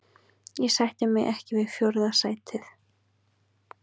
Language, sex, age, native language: Icelandic, female, 20-29, Icelandic